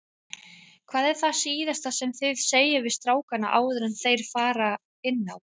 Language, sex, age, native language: Icelandic, female, 30-39, Icelandic